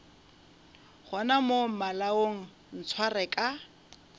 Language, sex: Northern Sotho, female